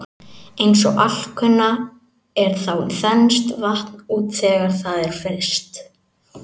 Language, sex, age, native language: Icelandic, male, 18-19, Icelandic